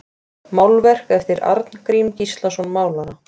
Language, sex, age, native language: Icelandic, female, 20-29, Icelandic